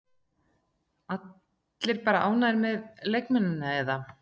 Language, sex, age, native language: Icelandic, female, 40-49, Icelandic